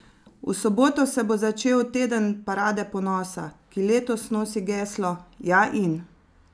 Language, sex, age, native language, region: Slovenian, female, 30-49, Slovenian, Zasavska region